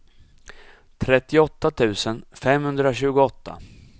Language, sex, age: Swedish, male, 34